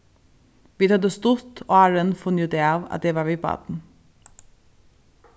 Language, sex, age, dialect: Faroese, female, 36-60, Suðurstreymoy